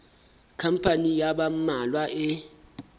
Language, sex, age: Southern Sotho, male, 23